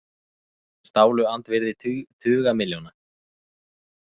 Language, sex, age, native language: Icelandic, male, 20-29, Icelandic